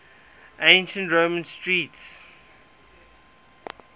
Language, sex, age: English, male, 23